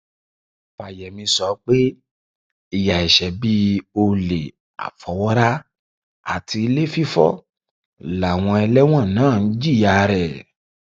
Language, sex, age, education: Yoruba, male, 30-45, tertiary